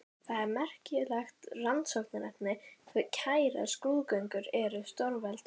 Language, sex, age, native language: Icelandic, female, 11, Icelandic